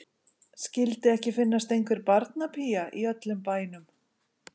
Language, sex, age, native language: Icelandic, female, 11, Icelandic